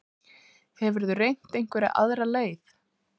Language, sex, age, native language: Icelandic, female, 30-39, Icelandic